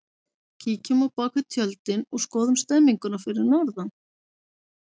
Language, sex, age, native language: Icelandic, female, 40-49, Icelandic